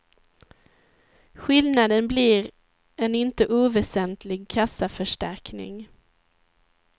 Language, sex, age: Swedish, female, 19